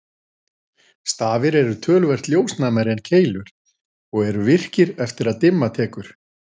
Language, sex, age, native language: Icelandic, female, 40-49, Icelandic